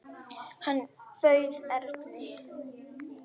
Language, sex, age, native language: Icelandic, female, 10, Icelandic